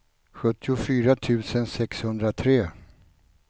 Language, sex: Swedish, male